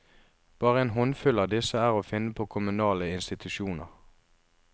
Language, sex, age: Norwegian, male, 33